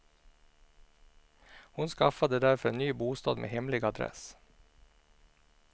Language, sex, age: Swedish, male, 49